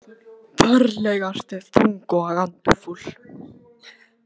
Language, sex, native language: Icelandic, other, Icelandic